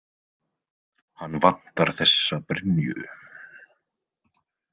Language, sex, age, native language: Icelandic, male, 20-29, Icelandic